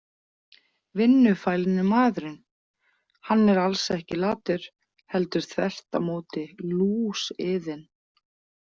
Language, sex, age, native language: Icelandic, female, 40-49, Icelandic